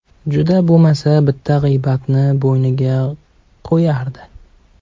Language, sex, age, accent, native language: Uzbek, male, 18-24, Toshkent shahri, Uzbek